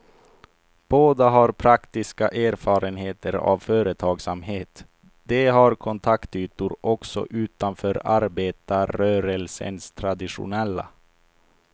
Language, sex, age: Swedish, male, 28